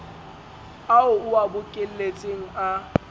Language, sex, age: Southern Sotho, male, 20